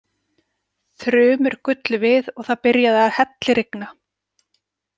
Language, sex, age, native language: Icelandic, female, 40-49, Icelandic